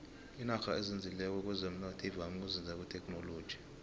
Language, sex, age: South Ndebele, male, 20